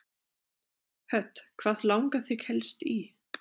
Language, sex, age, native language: Icelandic, female, 30-39, German